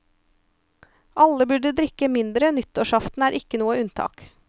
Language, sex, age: Norwegian, female, 34